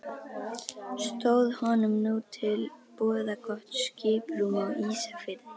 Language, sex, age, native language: Icelandic, other, 11, Icelandic